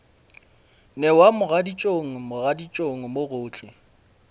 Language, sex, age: Northern Sotho, male, 26